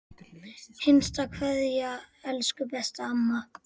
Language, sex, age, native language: Icelandic, male, 10, Icelandic